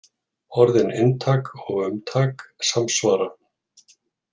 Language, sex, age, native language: Icelandic, male, 40-49, Icelandic